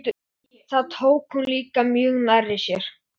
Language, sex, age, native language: Icelandic, male, 12, Icelandic